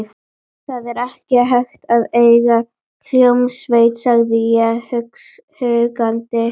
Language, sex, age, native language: Icelandic, female, 12, Icelandic